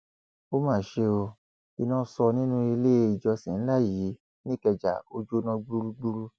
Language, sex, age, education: Yoruba, male, 30-45, tertiary